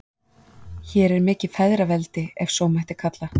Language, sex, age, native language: Icelandic, female, 40-49, Icelandic